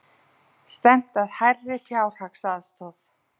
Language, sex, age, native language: Icelandic, female, 40-49, Icelandic